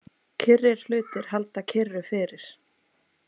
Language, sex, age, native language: Icelandic, female, 20-29, Icelandic